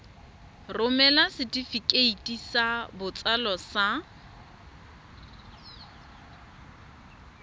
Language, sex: Tswana, female